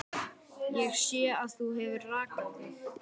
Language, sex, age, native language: Icelandic, male, 12, Icelandic